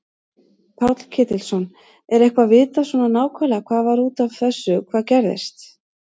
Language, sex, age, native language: Icelandic, female, 40-49, Icelandic